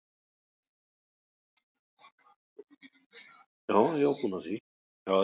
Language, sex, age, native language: Icelandic, male, 40-49, Icelandic